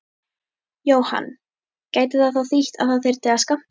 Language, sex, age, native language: Icelandic, female, 11, Icelandic